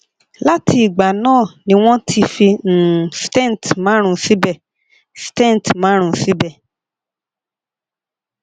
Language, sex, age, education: Yoruba, female, 30-45, tertiary